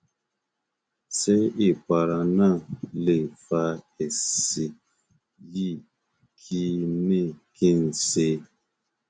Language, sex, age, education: Yoruba, male, 30-45, tertiary